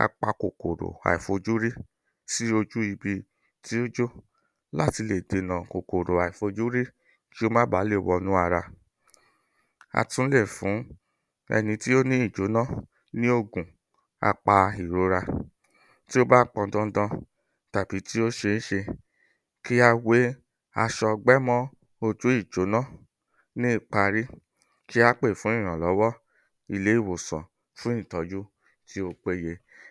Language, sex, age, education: Yoruba, male, 30-45, tertiary